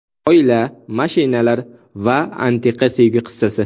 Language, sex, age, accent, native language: Uzbek, male, 19-29, Samarqand, Uzbek